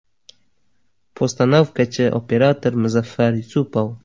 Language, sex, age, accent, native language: Uzbek, male, 18-24, Farg'ona, Uzbek